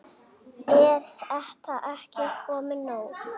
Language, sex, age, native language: Icelandic, female, 8, Icelandic